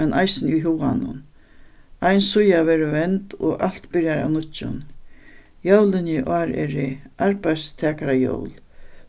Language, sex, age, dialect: Faroese, female, 61+, Suðuroy